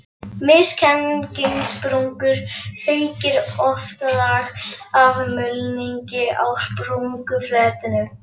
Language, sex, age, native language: Icelandic, female, 11, Icelandic